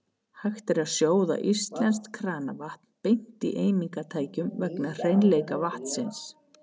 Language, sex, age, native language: Icelandic, female, 50-59, Icelandic